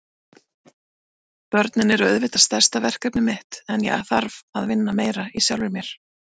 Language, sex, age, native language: Icelandic, female, 40-49, Icelandic